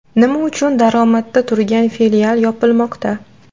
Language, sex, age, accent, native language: Uzbek, female, 18-24, Qashqadaryo, Uzbek